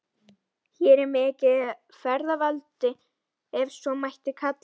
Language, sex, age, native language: Icelandic, female, 12, Icelandic